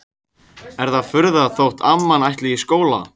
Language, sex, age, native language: Icelandic, male, 14, Icelandic